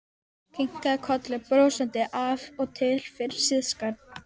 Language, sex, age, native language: Icelandic, female, 12, Icelandic